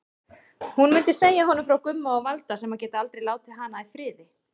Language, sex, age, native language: Icelandic, female, 30-39, Icelandic